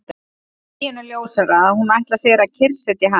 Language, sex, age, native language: Icelandic, male, 12, Icelandic